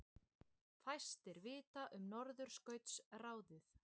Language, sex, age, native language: Icelandic, female, 20-29, Icelandic